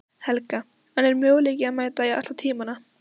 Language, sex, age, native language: Icelandic, female, 15, Icelandic